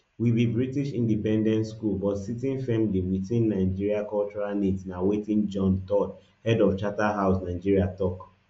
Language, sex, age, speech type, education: Nigerian Pidgin, male, 15-29, spontaneous, tertiary